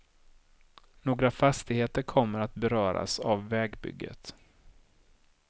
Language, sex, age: Swedish, male, 30